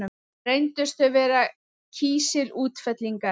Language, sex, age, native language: Icelandic, female, 30-39, Icelandic